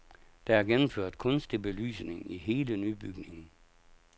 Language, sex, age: Danish, male, 57